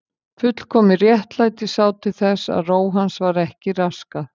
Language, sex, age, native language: Icelandic, female, 50-59, Icelandic